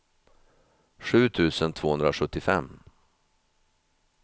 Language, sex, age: Swedish, male, 50